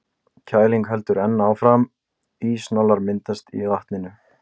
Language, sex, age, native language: Icelandic, male, 20-29, Icelandic